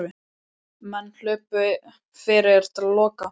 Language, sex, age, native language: Icelandic, male, 12, Icelandic